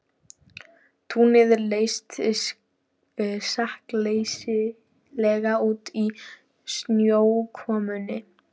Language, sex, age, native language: Icelandic, female, 12, Icelandic